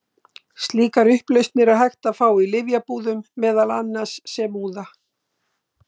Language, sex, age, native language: Icelandic, female, 60-69, Icelandic